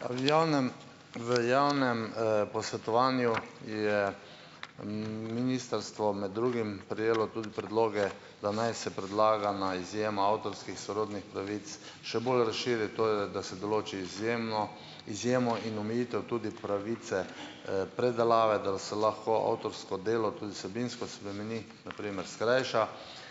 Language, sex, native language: Slovenian, male, Slovenian